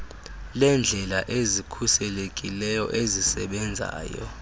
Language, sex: Xhosa, male